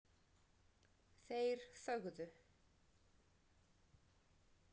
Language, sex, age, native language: Icelandic, female, 40-49, Icelandic